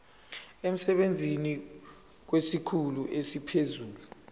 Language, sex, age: Zulu, male, 17